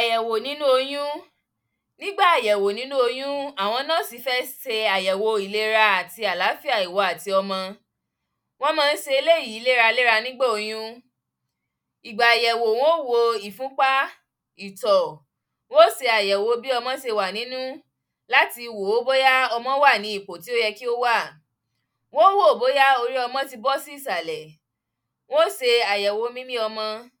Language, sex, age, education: Yoruba, female, 30-45, secondary